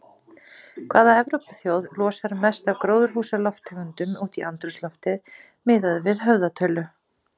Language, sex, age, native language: Icelandic, female, 40-49, Icelandic